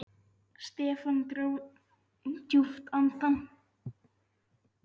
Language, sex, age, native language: Icelandic, male, 9, Icelandic